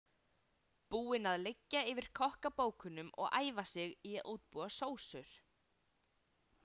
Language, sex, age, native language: Icelandic, female, 18-19, Icelandic